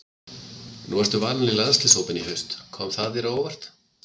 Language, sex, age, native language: Icelandic, male, 50-59, Icelandic